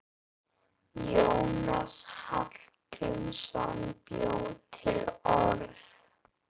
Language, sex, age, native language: Icelandic, female, 13, Icelandic